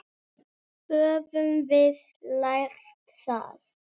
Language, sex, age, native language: Icelandic, female, 7, Icelandic